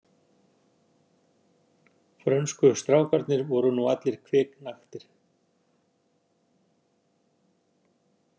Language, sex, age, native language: Icelandic, male, 60-69, Icelandic